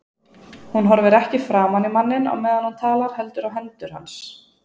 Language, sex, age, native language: Icelandic, female, 20-29, Icelandic